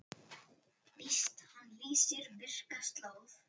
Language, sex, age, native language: Icelandic, female, 10, Icelandic